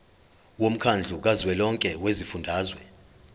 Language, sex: Zulu, male